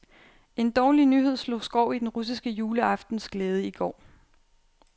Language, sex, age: Danish, female, 28